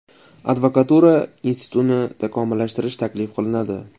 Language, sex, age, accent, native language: Uzbek, male, 25-34, Toshkent shahri, Uzbek